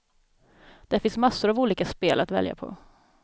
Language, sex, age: Swedish, female, 27